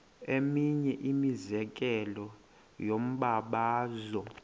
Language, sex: Xhosa, male